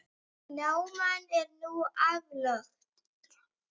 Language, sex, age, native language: Icelandic, female, 10, Icelandic